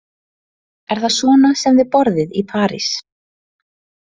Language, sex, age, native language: Icelandic, female, 30-39, Icelandic